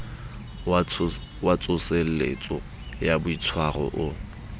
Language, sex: Southern Sotho, male